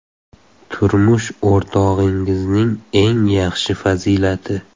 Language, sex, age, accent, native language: Uzbek, male, 18-24, Xorazm, Uzbek